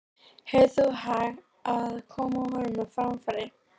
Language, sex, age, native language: Icelandic, female, 13, Icelandic